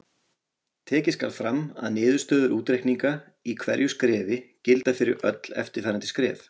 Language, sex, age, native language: Icelandic, male, 40-49, Icelandic